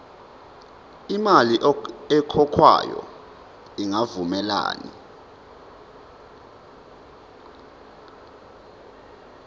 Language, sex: Zulu, male